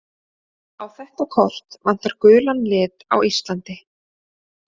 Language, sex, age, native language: Icelandic, female, 30-39, Icelandic